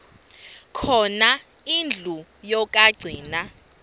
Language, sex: Xhosa, female